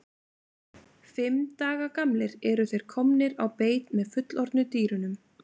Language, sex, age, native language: Icelandic, female, 20-29, Icelandic